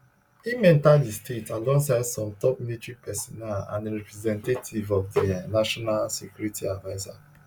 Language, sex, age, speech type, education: Nigerian Pidgin, male, 30-45, spontaneous, tertiary